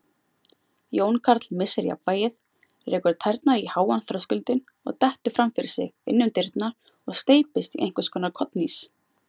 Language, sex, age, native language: Icelandic, female, 20-29, Icelandic